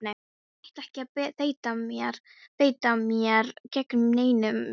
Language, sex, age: Icelandic, female, 13